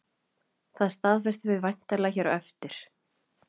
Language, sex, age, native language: Icelandic, female, 30-39, Icelandic